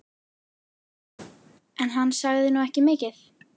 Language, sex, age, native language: Icelandic, female, 11, Icelandic